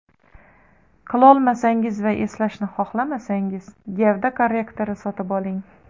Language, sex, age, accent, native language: Uzbek, female, 30-39, Xorazm, Uzbek